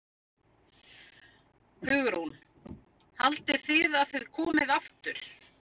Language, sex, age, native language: Icelandic, female, 50-59, Icelandic